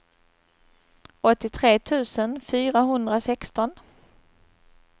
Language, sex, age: Swedish, female, 39